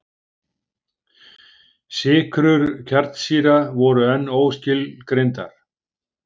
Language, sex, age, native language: Icelandic, male, 50-59, Icelandic